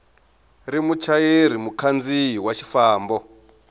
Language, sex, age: Tsonga, male, 23